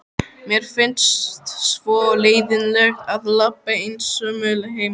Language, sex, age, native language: Icelandic, male, 12, Icelandic